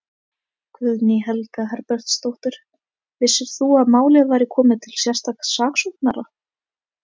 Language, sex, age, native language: Icelandic, female, 18-19, Icelandic